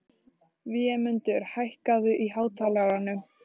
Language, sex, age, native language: Icelandic, female, 14, Icelandic